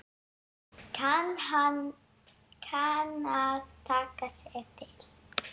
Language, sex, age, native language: Icelandic, female, 7, Icelandic